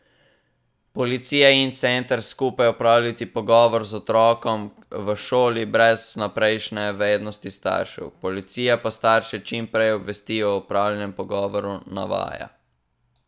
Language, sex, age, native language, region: Slovenian, male, 18-29, Slovenian, Southeast Slovenia